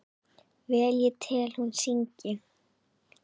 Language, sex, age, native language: Icelandic, female, 10, Icelandic